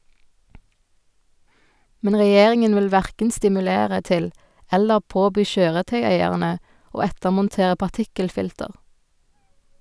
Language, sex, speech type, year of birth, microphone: Norwegian, female, read, 1990, Sennheiser